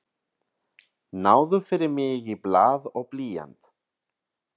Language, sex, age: Icelandic, male, 30-39